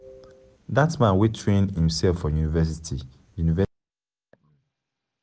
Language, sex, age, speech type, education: Nigerian Pidgin, male, 15-29, spontaneous, tertiary